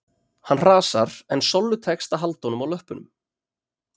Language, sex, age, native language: Icelandic, male, 30-39, Icelandic